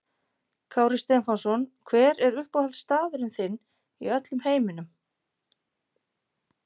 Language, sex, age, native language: Icelandic, female, 50-59, Icelandic